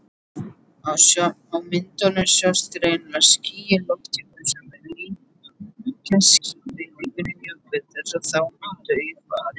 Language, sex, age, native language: Icelandic, male, 18-19, Icelandic